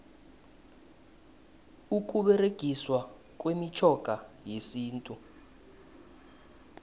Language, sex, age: South Ndebele, male, 19